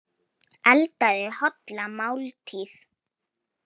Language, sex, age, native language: Icelandic, female, 18-19, Polish